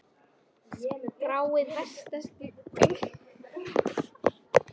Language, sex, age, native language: Icelandic, female, 13, Icelandic